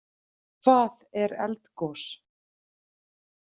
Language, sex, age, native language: Icelandic, female, 30-39, Icelandic